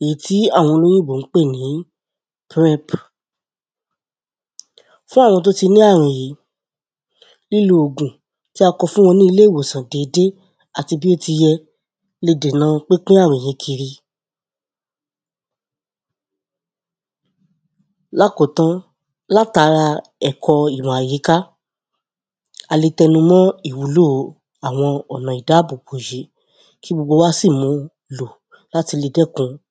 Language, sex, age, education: Yoruba, female, 30-45, tertiary